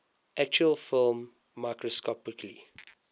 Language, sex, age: English, male, 19